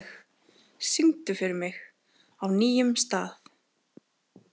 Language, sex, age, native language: Icelandic, female, 30-39, Icelandic